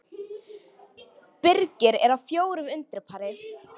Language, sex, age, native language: Icelandic, female, 18-19, Icelandic